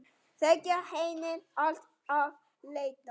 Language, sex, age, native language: Icelandic, male, 8, Icelandic